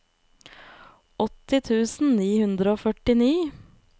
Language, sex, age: Norwegian, female, 25